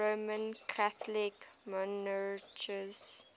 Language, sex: English, female